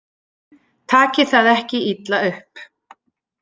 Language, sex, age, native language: Icelandic, female, 40-49, Icelandic